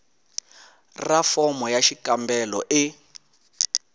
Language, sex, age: Tsonga, male, 19